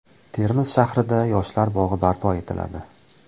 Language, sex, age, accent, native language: Uzbek, male, 25-34, Toshkent viloyati, Uzbek